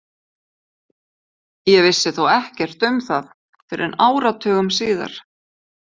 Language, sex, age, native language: Icelandic, female, 50-59, Icelandic